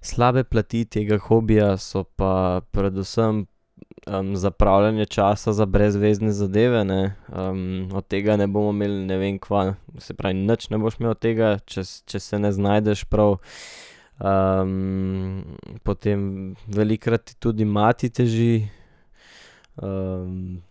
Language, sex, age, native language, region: Slovenian, male, 18-29, Slovenian, Central Slovenia